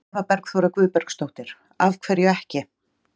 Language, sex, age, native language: Icelandic, female, 40-49, Icelandic